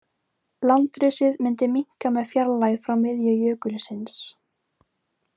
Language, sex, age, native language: Icelandic, female, 18-19, Icelandic